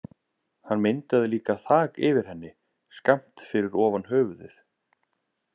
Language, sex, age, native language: Icelandic, male, 30-39, Icelandic